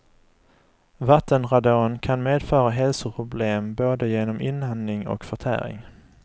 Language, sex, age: Swedish, male, 35